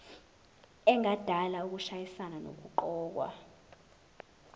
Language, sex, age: Zulu, female, 18